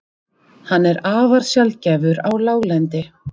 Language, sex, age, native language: Icelandic, female, 30-39, Icelandic